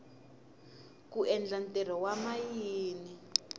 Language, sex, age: Tsonga, female, 21